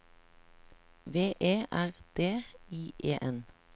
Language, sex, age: Norwegian, female, 37